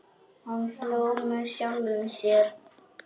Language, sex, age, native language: Icelandic, male, 10, Icelandic